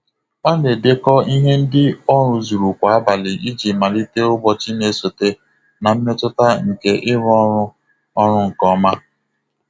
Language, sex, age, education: Igbo, male, 30-45, tertiary